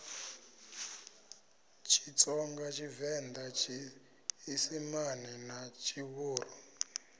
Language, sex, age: Venda, male, 26